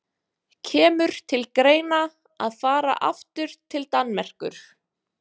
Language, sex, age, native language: Icelandic, female, 20-29, Icelandic